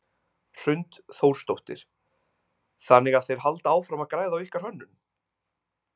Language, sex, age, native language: Icelandic, male, 20-29, Icelandic